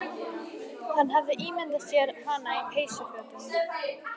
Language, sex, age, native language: Icelandic, female, 11, Icelandic